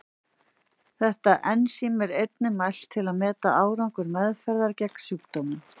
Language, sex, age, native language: Icelandic, female, 40-49, Icelandic